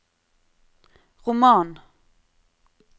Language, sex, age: Norwegian, female, 25